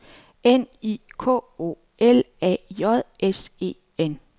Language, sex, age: Danish, female, 39